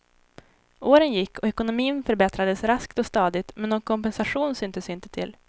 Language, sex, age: Swedish, female, 18